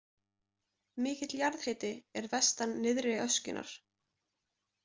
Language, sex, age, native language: Icelandic, female, 20-29, Icelandic